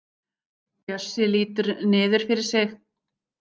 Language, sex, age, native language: Icelandic, female, 50-59, Icelandic